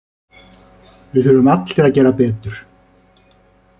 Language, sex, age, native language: Icelandic, male, 30-39, Icelandic